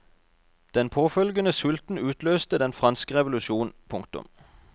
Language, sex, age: Norwegian, male, 32